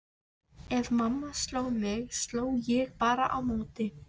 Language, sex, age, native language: Icelandic, female, 13, Icelandic